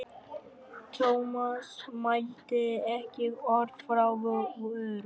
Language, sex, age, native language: Icelandic, male, 11, Vietnamese